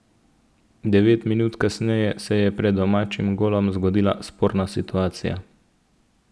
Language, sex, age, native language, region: Slovenian, male, 18-29, Slovenian, Central Slovenia